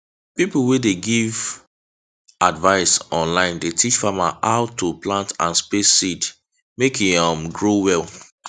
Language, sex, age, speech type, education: Nigerian Pidgin, male, 15-29, spontaneous, tertiary